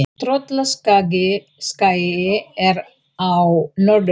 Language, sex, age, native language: Icelandic, female, 40-49, Icelandic